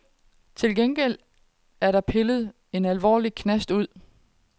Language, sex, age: Danish, female, 30